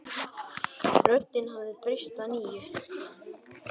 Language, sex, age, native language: Icelandic, male, 10, Icelandic